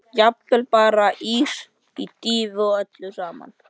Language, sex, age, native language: Icelandic, male, 13, Icelandic